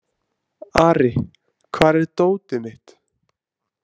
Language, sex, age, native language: Icelandic, male, 20-29, Icelandic